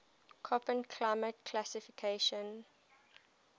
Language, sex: English, female